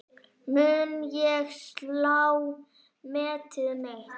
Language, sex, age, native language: Icelandic, female, 9, Icelandic